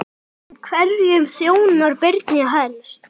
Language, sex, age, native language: Icelandic, male, 10, Icelandic